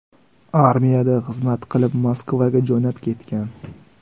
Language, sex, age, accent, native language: Uzbek, male, 18-24, Sirdaryo, Uzbek